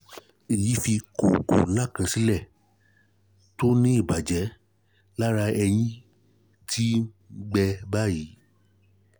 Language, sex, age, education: Yoruba, male, 30-45, tertiary